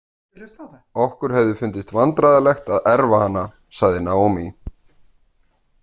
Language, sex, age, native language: Icelandic, male, 30-39, Icelandic